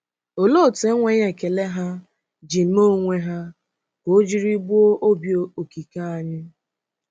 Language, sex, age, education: Igbo, female, 15-29, tertiary